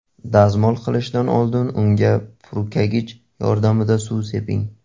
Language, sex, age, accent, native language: Uzbek, male, 18-24, Qashqadaryo, Uzbek